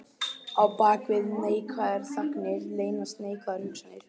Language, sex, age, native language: Icelandic, male, 11, Icelandic